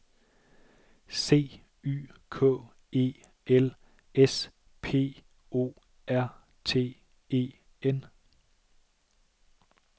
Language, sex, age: Danish, male, 37